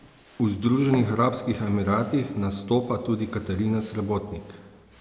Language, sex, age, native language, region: Slovenian, male, 30-49, Slovenian, Savinja region